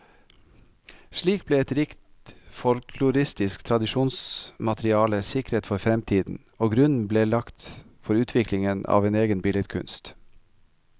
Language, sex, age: Norwegian, male, 55